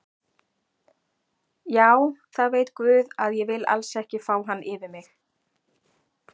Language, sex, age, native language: Icelandic, female, 40-49, Icelandic